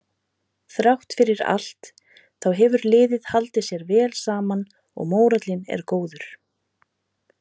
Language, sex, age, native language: Icelandic, female, 30-39, Icelandic